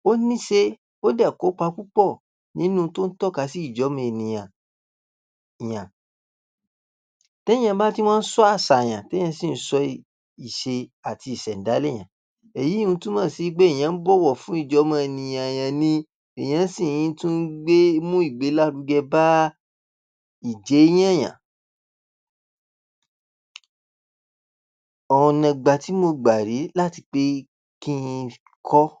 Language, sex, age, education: Yoruba, male, 46-60, tertiary